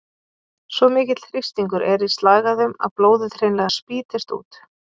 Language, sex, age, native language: Icelandic, female, 30-39, Icelandic